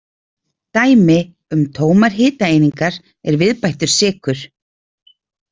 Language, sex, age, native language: Icelandic, female, 30-39, Icelandic